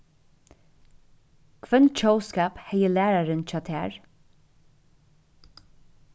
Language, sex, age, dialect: Faroese, female, 36-60, Suðurstreymoy